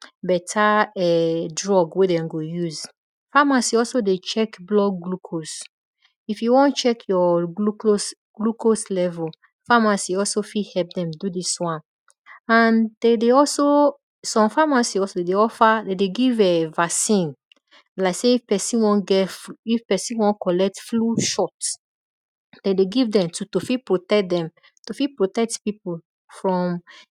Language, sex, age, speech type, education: Nigerian Pidgin, female, 30-45, spontaneous, tertiary